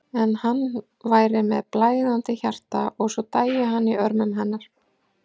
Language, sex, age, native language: Icelandic, female, 40-49, Icelandic